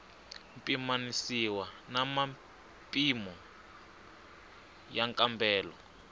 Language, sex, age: Tsonga, male, 25